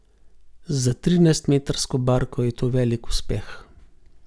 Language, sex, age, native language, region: Slovenian, male, 50-59, Slovenian, Gorenjska region